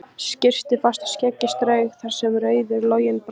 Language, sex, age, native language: Icelandic, female, 15, Icelandic